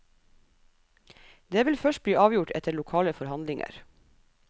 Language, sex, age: Norwegian, female, 37